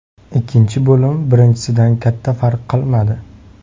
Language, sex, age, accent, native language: Uzbek, male, 18-24, Sirdaryo, Uzbek